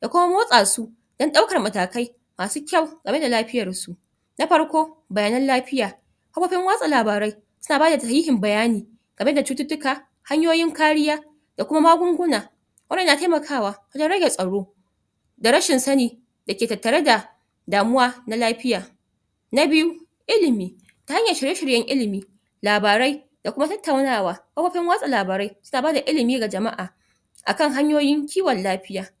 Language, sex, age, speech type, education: Hausa, female, 30-45, spontaneous, tertiary